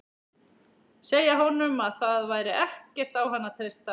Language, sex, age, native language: Icelandic, female, 11, Icelandic